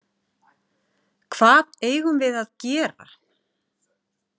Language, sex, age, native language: Icelandic, female, 40-49, Icelandic